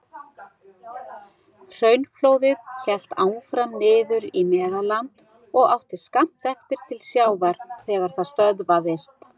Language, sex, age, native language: Icelandic, female, 60-69, Icelandic